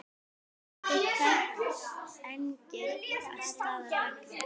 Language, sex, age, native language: Icelandic, female, 10, Icelandic